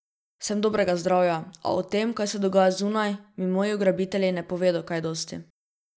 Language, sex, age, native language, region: Slovenian, female, 12-17, Slovenian, Drava region